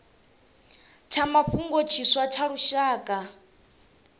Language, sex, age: Venda, female, 27